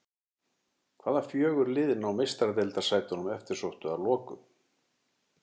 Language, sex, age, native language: Icelandic, male, 60-69, Icelandic